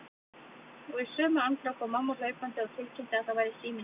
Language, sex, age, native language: Icelandic, female, 30-39, Icelandic